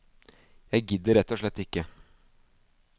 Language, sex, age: Norwegian, male, 24